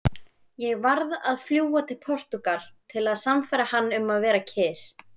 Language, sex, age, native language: Icelandic, female, 20-29, Icelandic